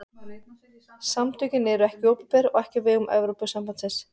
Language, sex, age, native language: Icelandic, female, 40-49, Icelandic